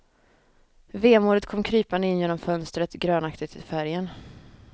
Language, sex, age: Swedish, female, 23